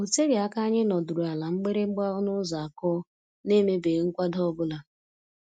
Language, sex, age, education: Igbo, female, 15-29, tertiary